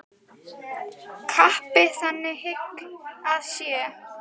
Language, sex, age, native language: Icelandic, female, 10, Icelandic